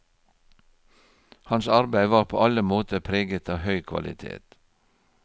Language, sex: Norwegian, male